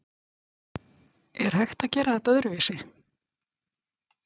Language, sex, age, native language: Icelandic, female, 50-59, Icelandic